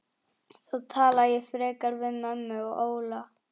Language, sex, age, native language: Icelandic, female, 11, Icelandic